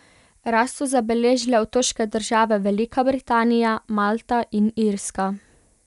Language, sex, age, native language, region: Slovenian, female, 18-29, Slovenian, Pomurje region